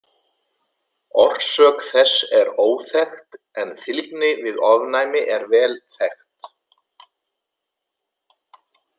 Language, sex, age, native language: Icelandic, male, 70-79, Icelandic